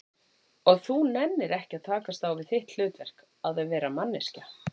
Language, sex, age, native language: Icelandic, female, 40-49, Icelandic